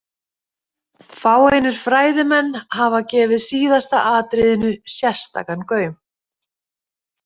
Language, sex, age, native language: Icelandic, female, 30-39, Icelandic